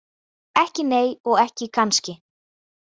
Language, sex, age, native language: Icelandic, female, 20-29, Icelandic